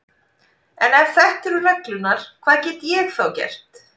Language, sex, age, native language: Icelandic, female, 40-49, Icelandic